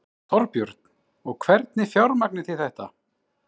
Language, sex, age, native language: Icelandic, male, 30-39, Icelandic